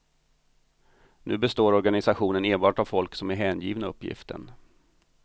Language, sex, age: Swedish, male, 45